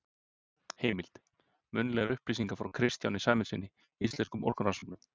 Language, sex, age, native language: Icelandic, male, 30-39, Icelandic